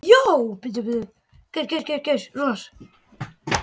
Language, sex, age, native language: Icelandic, male, 12, Icelandic